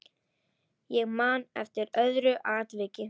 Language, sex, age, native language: Icelandic, female, 10, Icelandic